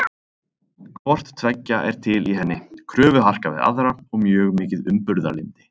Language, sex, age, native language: Icelandic, male, 30-39, Icelandic